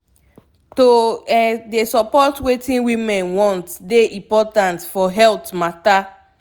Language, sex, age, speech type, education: Nigerian Pidgin, female, 15-29, spontaneous, tertiary